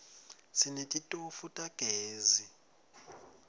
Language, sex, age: Swati, male, 20